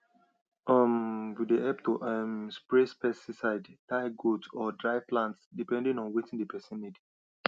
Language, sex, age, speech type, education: Nigerian Pidgin, male, 30-45, spontaneous, tertiary